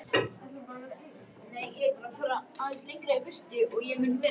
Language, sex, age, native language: Icelandic, female, 11, Icelandic